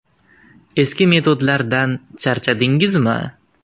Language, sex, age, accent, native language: Uzbek, male, 19-29, Andijon, Uzbek